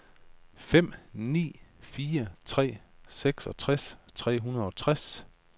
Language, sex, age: Danish, male, 35